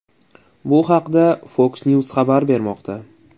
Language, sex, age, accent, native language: Uzbek, male, 25-34, Toshkent shahri, Uzbek